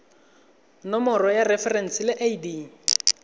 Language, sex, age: Tswana, male, 20